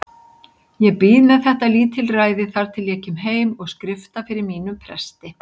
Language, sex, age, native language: Icelandic, female, 60-69, Icelandic